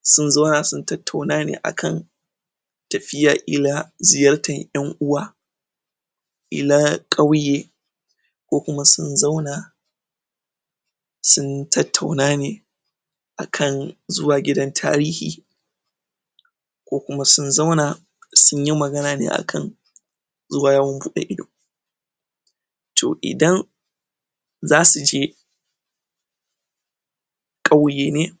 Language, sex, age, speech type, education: Hausa, male, 15-29, spontaneous, tertiary